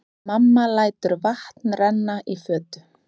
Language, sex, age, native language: Icelandic, female, 30-39, Icelandic